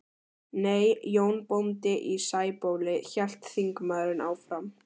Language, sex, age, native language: Icelandic, female, 14, Icelandic